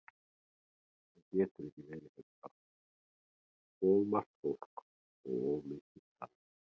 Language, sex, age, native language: Icelandic, male, 40-49, Icelandic